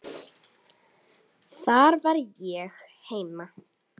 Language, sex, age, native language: Icelandic, female, 10, Icelandic